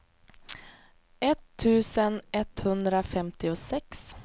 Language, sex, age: Swedish, female, 28